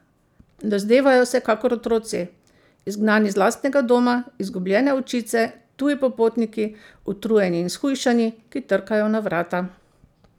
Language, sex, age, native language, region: Slovenian, female, 50-59, Slovenian, Central Slovenia